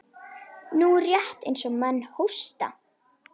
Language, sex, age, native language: Icelandic, female, 11, Icelandic